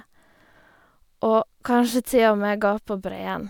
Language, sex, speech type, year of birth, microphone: Norwegian, female, spontaneous, 1990, Sennheiser